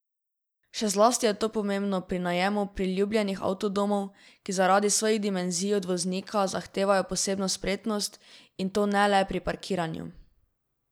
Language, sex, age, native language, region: Slovenian, female, 12-17, Slovenian, Drava region